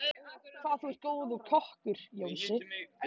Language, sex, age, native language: Icelandic, male, 13, Icelandic